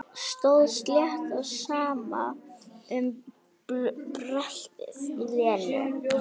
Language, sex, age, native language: Icelandic, female, 11, Icelandic